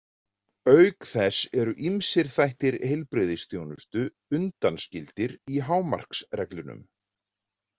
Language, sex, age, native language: Icelandic, male, 40-49, Icelandic